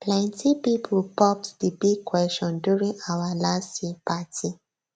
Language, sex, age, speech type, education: Nigerian Pidgin, female, 15-29, spontaneous, tertiary